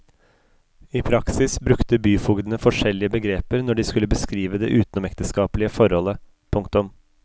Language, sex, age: Norwegian, male, 33